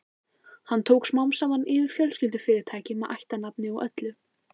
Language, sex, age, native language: Icelandic, female, 14, Icelandic